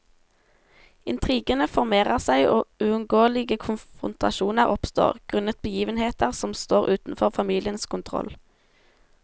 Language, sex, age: Norwegian, female, 17